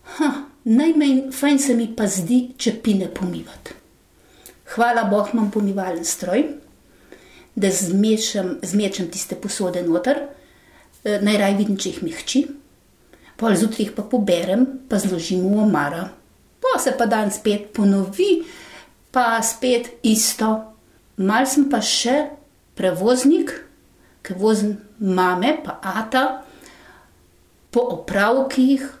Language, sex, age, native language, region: Slovenian, female, 60+, Slovenian, Gorenjska region